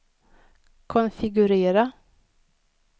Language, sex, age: Swedish, female, 56